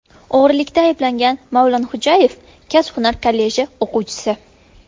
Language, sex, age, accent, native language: Uzbek, female, 18-24, Farg'ona, Uzbek